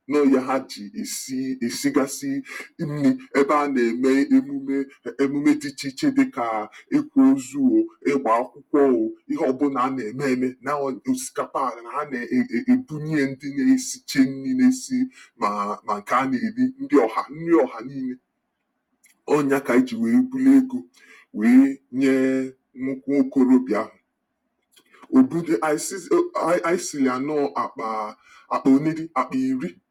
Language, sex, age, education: Igbo, male, 30-45, tertiary